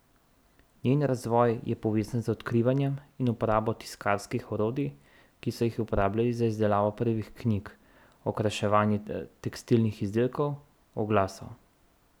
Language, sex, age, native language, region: Slovenian, male, 30-49, Slovenian, Central Slovenia